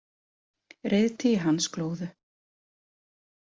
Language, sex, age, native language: Icelandic, female, 40-49, Icelandic